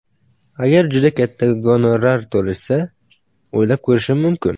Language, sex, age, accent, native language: Uzbek, male, under 19, Samarqand, Uzbek